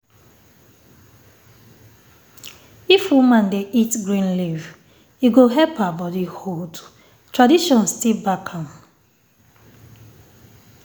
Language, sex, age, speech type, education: Nigerian Pidgin, female, 30-45, spontaneous, tertiary